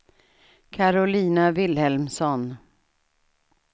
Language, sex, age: Swedish, female, 67